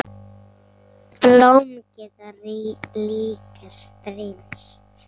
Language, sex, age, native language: Icelandic, male, 8, Icelandic